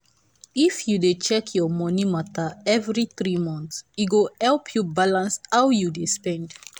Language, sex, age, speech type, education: Nigerian Pidgin, female, 15-29, spontaneous, tertiary